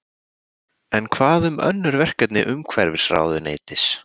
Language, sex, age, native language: Icelandic, male, 20-29, Icelandic